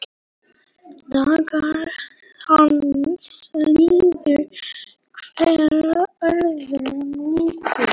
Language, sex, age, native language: Icelandic, male, 18-19, Polish